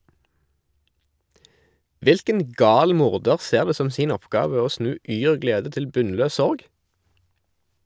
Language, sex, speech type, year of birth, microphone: Norwegian, male, read, 1991, Shure